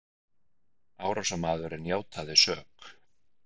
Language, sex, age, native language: Icelandic, male, 30-39, Icelandic